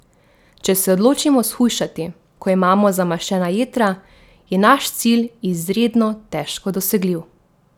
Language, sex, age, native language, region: Slovenian, female, 18-29, Slovenian, Drava region